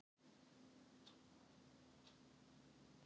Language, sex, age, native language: Icelandic, other, 18-19, Icelandic